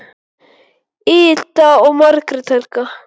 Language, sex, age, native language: Icelandic, male, 9, Icelandic